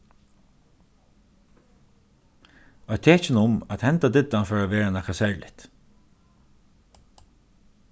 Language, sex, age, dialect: Faroese, male, 36-60, Norðurstreymoy/Eysturoy